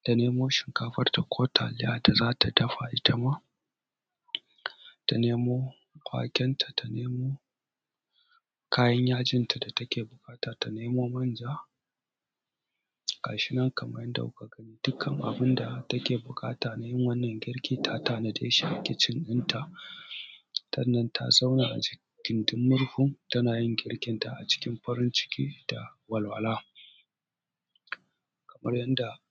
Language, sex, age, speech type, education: Hausa, male, 30-45, spontaneous, tertiary